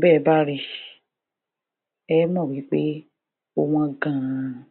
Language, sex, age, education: Yoruba, female, 60+, tertiary